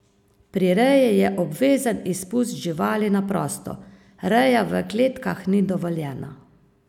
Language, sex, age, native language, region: Slovenian, female, 50-59, Slovenian, Savinja region